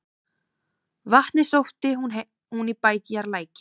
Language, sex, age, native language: Icelandic, female, 18-19, Icelandic